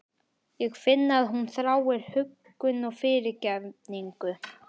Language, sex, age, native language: Icelandic, male, 11, Icelandic